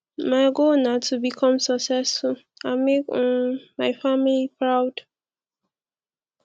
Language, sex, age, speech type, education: Nigerian Pidgin, female, 15-29, spontaneous, tertiary